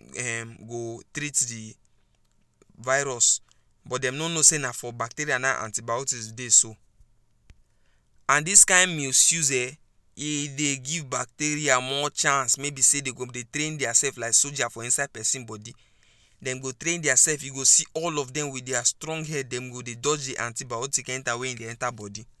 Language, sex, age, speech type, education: Nigerian Pidgin, female, 15-29, spontaneous, tertiary